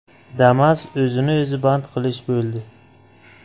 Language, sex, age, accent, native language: Uzbek, male, 18-24, Navoiy, Uzbek